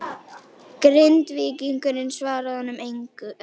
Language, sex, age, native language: Icelandic, female, 18-19, Icelandic